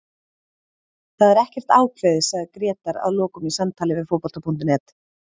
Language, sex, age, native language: Icelandic, female, 30-39, Icelandic